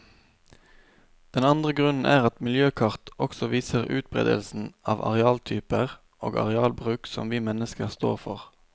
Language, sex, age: Norwegian, male, 29